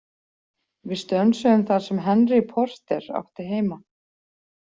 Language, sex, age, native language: Icelandic, female, 40-49, Icelandic